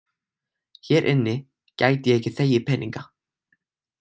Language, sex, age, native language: Icelandic, male, 18-19, Icelandic